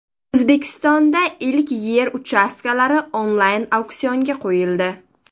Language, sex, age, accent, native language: Uzbek, female, 18-24, Toshkent shahri, Uzbek